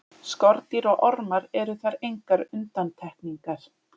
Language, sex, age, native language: Icelandic, female, 30-39, Icelandic